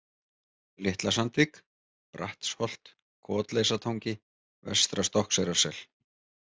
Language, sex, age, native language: Icelandic, male, 30-39, Icelandic